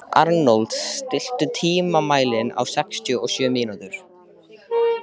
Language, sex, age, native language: Icelandic, male, 13, Icelandic